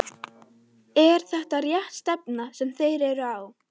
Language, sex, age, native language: Icelandic, other, 11, Icelandic